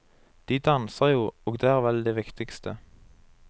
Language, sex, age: Norwegian, male, 23